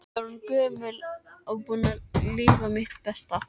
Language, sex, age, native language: Icelandic, female, 13, Icelandic